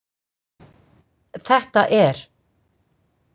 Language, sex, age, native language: Icelandic, female, 50-59, Icelandic